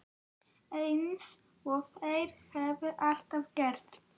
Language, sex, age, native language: Icelandic, male, 11, Icelandic